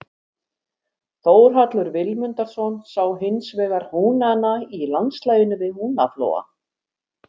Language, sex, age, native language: Icelandic, female, 50-59, Icelandic